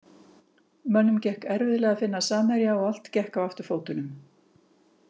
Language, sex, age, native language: Icelandic, female, 50-59, Icelandic